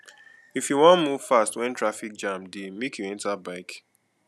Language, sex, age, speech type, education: Nigerian Pidgin, male, 15-29, spontaneous, tertiary